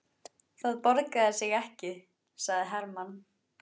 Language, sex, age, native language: Icelandic, female, 14, Icelandic